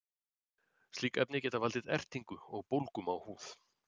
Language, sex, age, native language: Icelandic, male, 40-49, Icelandic